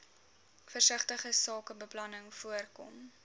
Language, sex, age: Afrikaans, female, 19